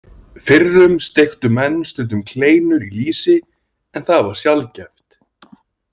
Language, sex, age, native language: Icelandic, male, 30-39, Icelandic